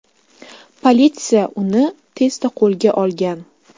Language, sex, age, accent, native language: Uzbek, female, 18-24, Jizzax, Uzbek